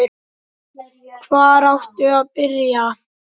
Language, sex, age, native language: Icelandic, male, 10, Icelandic